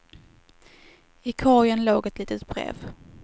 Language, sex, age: Swedish, female, 18